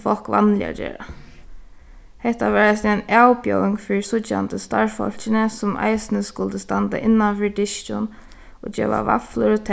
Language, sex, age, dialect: Faroese, female, 15-35, Suðuroy